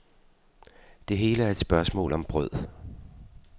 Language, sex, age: Danish, male, 52